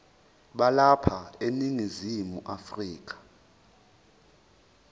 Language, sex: Zulu, male